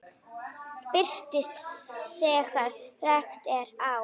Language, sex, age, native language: Icelandic, female, 8, Icelandic